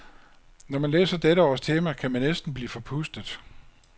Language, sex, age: Danish, male, 56